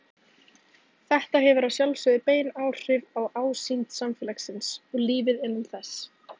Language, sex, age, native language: Icelandic, female, 18-19, Icelandic